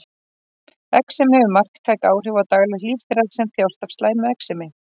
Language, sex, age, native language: Icelandic, female, 30-39, Icelandic